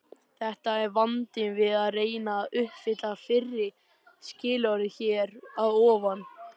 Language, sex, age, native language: Icelandic, male, 20-29, Icelandic